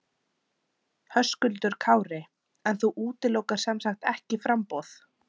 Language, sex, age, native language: Icelandic, female, 17, Icelandic